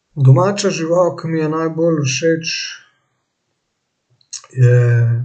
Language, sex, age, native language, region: Slovenian, male, 18-29, Slovenian, Central Slovenia